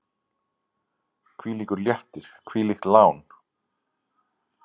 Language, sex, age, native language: Icelandic, male, 40-49, Icelandic